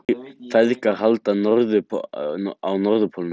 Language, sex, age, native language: Icelandic, male, 18-19, Icelandic